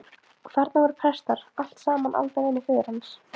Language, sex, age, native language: Icelandic, female, 15, Icelandic